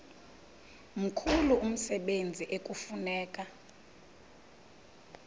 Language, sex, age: Xhosa, female, 26